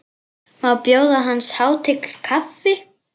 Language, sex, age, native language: Icelandic, female, 10, Icelandic